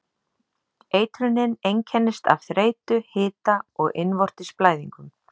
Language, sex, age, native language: Icelandic, female, 30-39, Icelandic